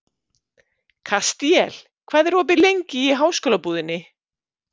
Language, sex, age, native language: Icelandic, female, 50-59, Icelandic